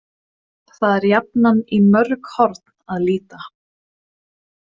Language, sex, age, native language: Icelandic, female, 20-29, Swedish